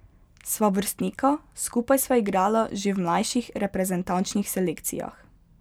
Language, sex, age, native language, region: Slovenian, female, 12-17, Slovenian, Pomurje region